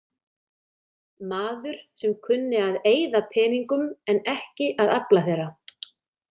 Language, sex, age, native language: Icelandic, female, 30-39, Icelandic